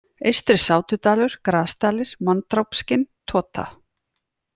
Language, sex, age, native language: Icelandic, female, 40-49, Icelandic